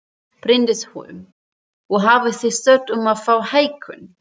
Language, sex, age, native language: Icelandic, female, 30-39, German